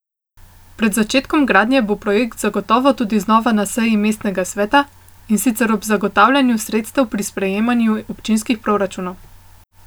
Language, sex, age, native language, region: Slovenian, female, 18-29, Slovenian, Central Slovenia